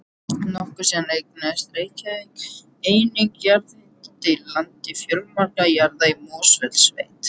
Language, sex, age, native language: Icelandic, male, 18-19, Icelandic